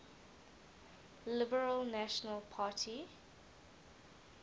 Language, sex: English, female